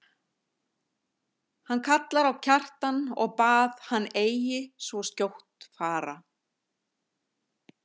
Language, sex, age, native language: Icelandic, female, 50-59, Icelandic